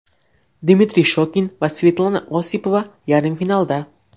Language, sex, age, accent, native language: Uzbek, male, 12-17, Farg'ona, Uzbek